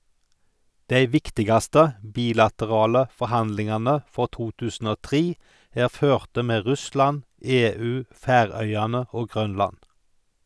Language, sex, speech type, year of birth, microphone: Norwegian, male, read, 1951, Sennheiser